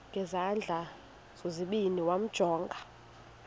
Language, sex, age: Xhosa, female, 21